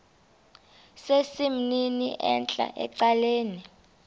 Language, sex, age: Xhosa, female, 32